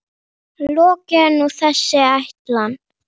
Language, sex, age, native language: Icelandic, female, 9, Icelandic